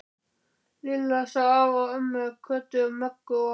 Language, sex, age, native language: Icelandic, male, 12, Icelandic